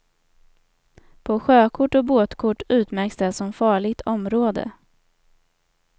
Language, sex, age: Swedish, female, 27